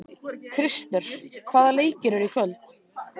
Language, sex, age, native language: Icelandic, male, 13, Icelandic